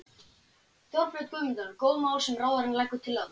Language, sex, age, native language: Icelandic, male, 12, Icelandic